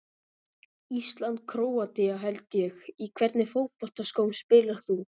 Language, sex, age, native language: Icelandic, male, 13, Icelandic